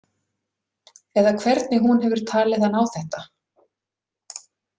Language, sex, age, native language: Icelandic, female, 40-49, Icelandic